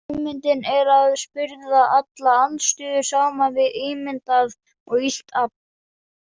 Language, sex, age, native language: Icelandic, female, 40-49, Danish